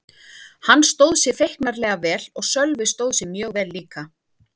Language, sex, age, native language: Icelandic, female, 30-39, Icelandic